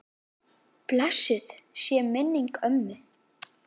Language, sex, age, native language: Icelandic, female, 10, Icelandic